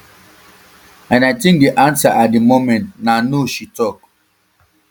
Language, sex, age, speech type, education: Nigerian Pidgin, male, 15-29, spontaneous, tertiary